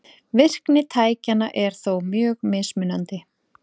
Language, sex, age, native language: Icelandic, female, 40-49, Icelandic